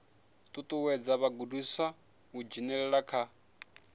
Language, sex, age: Venda, male, 21